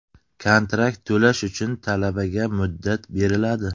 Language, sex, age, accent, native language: Uzbek, male, 25-34, Surxondaryo, Uzbek